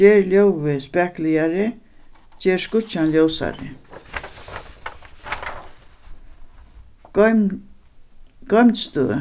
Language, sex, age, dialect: Faroese, female, 61+, Suðuroy